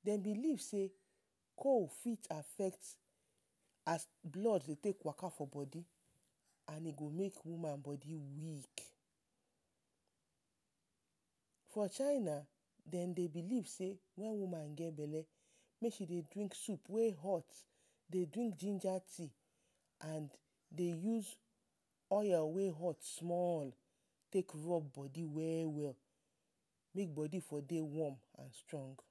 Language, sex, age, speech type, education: Nigerian Pidgin, female, 30-45, spontaneous, tertiary